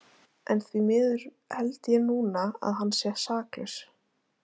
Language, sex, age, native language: Icelandic, female, 20-29, Icelandic